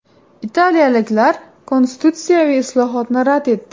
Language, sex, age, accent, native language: Uzbek, female, 18-24, Farg'ona, Uzbek